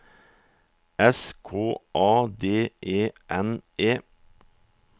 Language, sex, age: Norwegian, male, 44